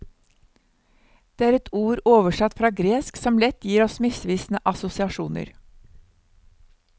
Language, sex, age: Norwegian, female, 59